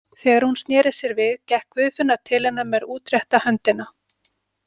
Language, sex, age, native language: Icelandic, female, 40-49, Icelandic